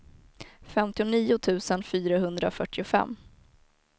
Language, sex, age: Swedish, female, 19